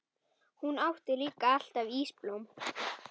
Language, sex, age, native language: Icelandic, female, 10, Icelandic